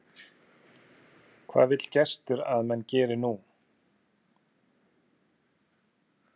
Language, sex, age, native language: Icelandic, male, 30-39, Icelandic